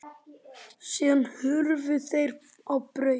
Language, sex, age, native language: Icelandic, male, 8, Icelandic